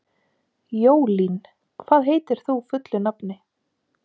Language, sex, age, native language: Icelandic, female, 30-39, Icelandic